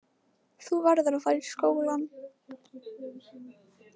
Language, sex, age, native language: Icelandic, female, 15, Icelandic